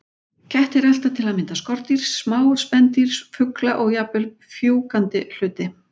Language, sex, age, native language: Icelandic, female, 40-49, Icelandic